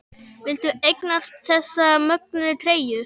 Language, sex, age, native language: Icelandic, male, 10, Icelandic